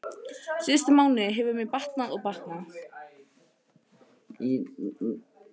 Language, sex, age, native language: Icelandic, female, 18-19, Icelandic